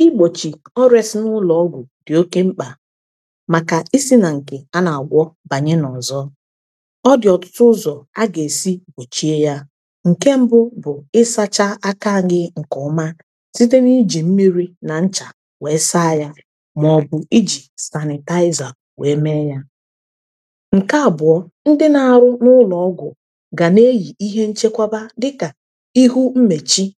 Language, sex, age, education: Igbo, female, 30-45, tertiary